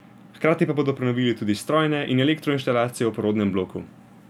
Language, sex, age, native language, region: Slovenian, male, 18-29, Slovenian, Gorenjska region